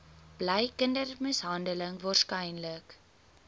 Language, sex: Afrikaans, female